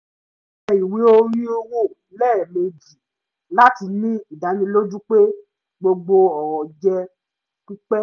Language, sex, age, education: Yoruba, male, 15-29, tertiary